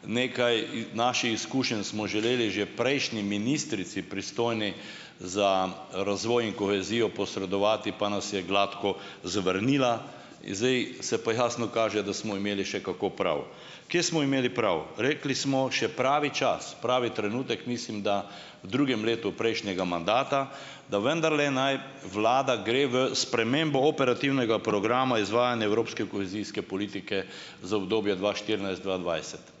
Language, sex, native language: Slovenian, male, Slovenian